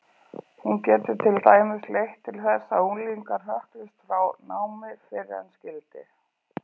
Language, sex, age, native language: Icelandic, female, 40-49, Icelandic